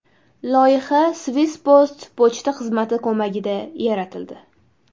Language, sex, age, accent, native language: Uzbek, female, 18-24, Toshkent shahri, Uzbek